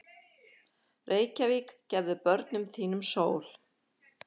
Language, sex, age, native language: Icelandic, female, 50-59, Icelandic